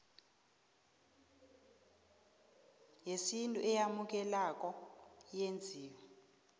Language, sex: South Ndebele, female